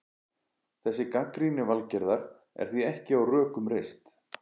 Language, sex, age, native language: Icelandic, male, 40-49, Icelandic